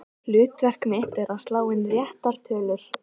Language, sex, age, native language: Icelandic, female, 13, Icelandic